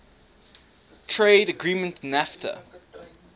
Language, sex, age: English, male, 19